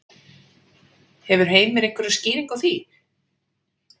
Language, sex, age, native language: Icelandic, female, 40-49, Icelandic